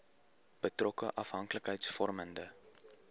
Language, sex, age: Afrikaans, male, 18